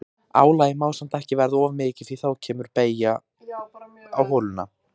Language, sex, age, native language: Icelandic, male, 18-19, Icelandic